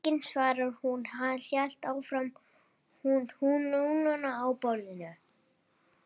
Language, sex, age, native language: Icelandic, female, 30-39, Icelandic